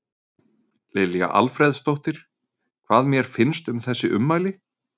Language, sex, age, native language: Icelandic, male, 30-39, Icelandic